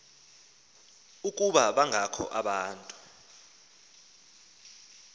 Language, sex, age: Xhosa, male, 19